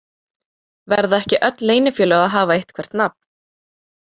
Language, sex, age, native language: Icelandic, female, 18-19, Icelandic